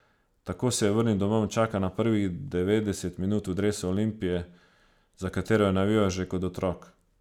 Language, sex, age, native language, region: Slovenian, male, 30-49, Slovenian, Savinja region